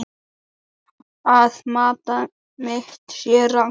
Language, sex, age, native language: Icelandic, male, 8, Icelandic